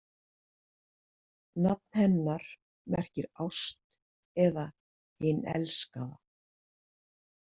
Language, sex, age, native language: Icelandic, female, 60-69, Icelandic